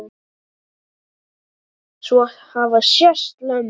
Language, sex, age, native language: Icelandic, male, 8, Icelandic